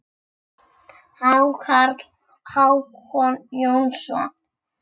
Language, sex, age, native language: Icelandic, female, 6, Icelandic